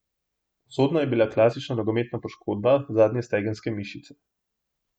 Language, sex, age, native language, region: Slovenian, male, 18-29, Slovenian, Gorenjska region